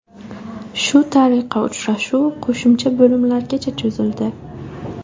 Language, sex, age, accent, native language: Uzbek, female, 18-24, Buxoro, Uzbek